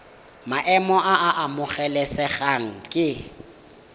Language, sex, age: Tswana, male, 19